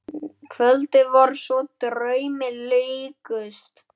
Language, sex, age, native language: Icelandic, male, 9, Icelandic